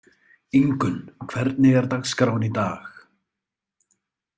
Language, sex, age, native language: Icelandic, male, 30-39, Icelandic